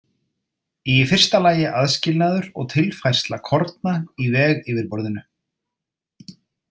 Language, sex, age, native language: Icelandic, male, 30-39, Icelandic